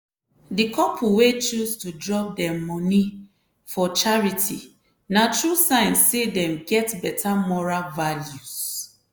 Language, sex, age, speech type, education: Nigerian Pidgin, female, 30-45, spontaneous, tertiary